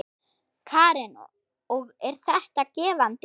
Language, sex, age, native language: Icelandic, female, 6, German